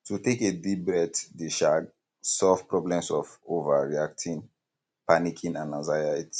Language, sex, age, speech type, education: Nigerian Pidgin, male, 15-29, spontaneous, tertiary